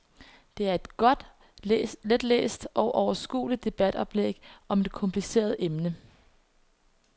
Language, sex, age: Danish, female, 21